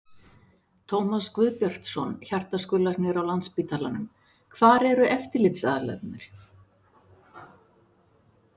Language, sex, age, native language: Icelandic, female, 60-69, Icelandic